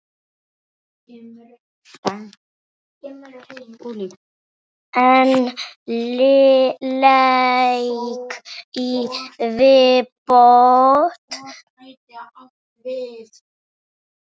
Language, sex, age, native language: Icelandic, female, 7, Icelandic